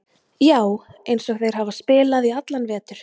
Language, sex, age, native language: Icelandic, female, 30-39, Icelandic